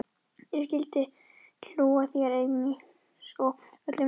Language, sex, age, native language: Icelandic, female, 13, Icelandic